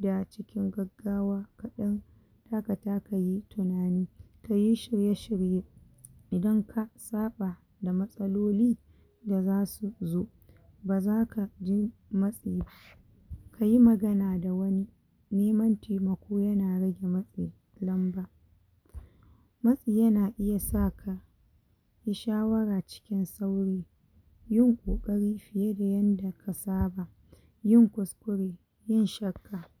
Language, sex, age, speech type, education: Hausa, female, 46-60, spontaneous, tertiary